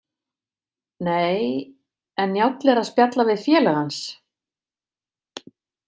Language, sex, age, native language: Icelandic, female, 50-59, Icelandic